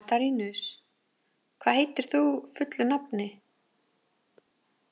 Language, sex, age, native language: Icelandic, female, 20-29, Icelandic